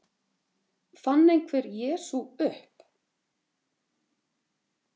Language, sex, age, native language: Icelandic, female, 30-39, Icelandic